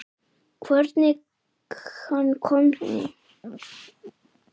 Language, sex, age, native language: Icelandic, male, 10, Icelandic